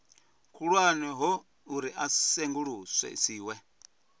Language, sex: Venda, male